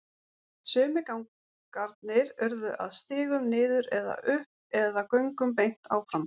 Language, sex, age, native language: Icelandic, female, 40-49, Icelandic